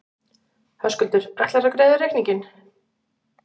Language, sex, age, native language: Icelandic, female, 60-69, Icelandic